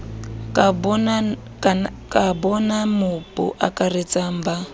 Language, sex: Southern Sotho, female